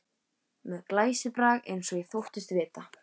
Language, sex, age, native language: Icelandic, female, 14, Icelandic